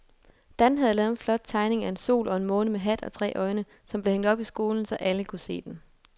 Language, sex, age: Danish, female, 22